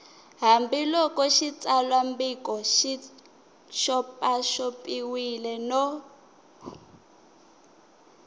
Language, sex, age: Tsonga, female, 19